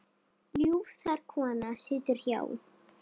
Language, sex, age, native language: Icelandic, female, 7, Icelandic